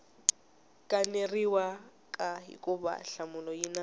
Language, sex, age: Tsonga, female, 20